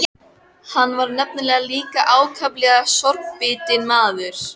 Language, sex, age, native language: Icelandic, female, 14, Icelandic